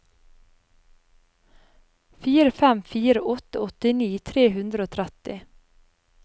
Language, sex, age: Norwegian, female, 30